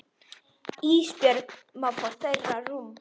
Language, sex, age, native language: Icelandic, female, 10, Icelandic